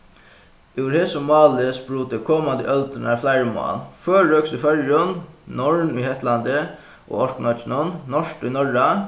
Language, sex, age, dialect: Faroese, male, 15-35, Suðuroy